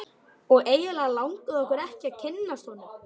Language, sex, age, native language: Icelandic, male, 12, Icelandic